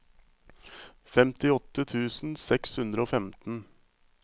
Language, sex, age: Norwegian, male, 35